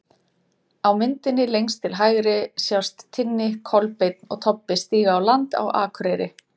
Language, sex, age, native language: Icelandic, female, 30-39, Icelandic